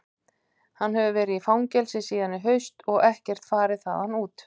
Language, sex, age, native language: Icelandic, female, 50-59, Icelandic